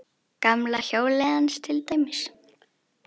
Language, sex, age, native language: Icelandic, female, 10, Icelandic